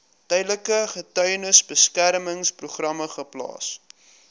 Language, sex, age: Afrikaans, male, 22